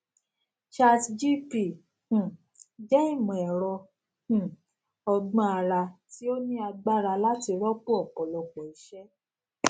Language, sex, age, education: Yoruba, female, 46-60, tertiary